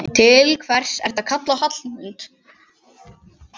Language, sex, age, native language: Icelandic, other, 12, Icelandic